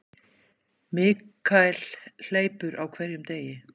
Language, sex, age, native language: Icelandic, female, 50-59, Icelandic